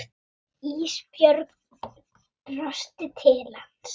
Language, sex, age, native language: Icelandic, female, 6, Icelandic